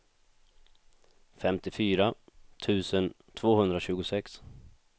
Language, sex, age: Swedish, male, 26